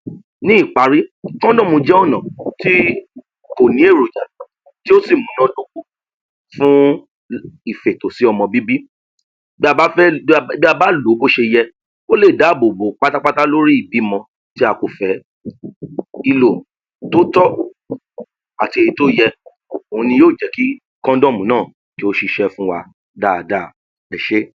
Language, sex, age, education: Yoruba, male, 30-45, tertiary